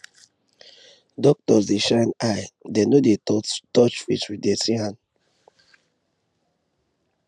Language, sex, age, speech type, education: Nigerian Pidgin, male, 15-29, spontaneous, tertiary